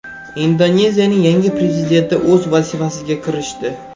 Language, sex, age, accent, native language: Uzbek, male, 18-24, Samarqand, Uzbek